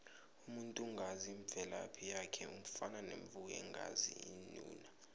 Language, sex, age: South Ndebele, male, 20